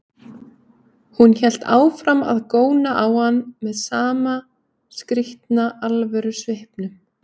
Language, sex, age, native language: Icelandic, female, 30-39, Icelandic